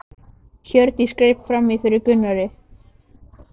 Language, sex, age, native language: Icelandic, male, 12, Icelandic